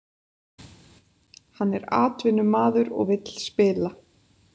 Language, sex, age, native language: Icelandic, female, 30-39, Icelandic